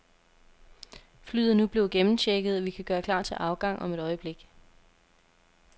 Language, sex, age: Danish, female, 27